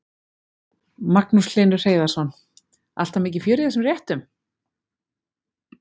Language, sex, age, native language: Icelandic, female, 40-49, Icelandic